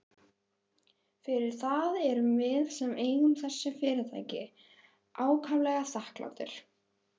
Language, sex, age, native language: Icelandic, female, 11, Icelandic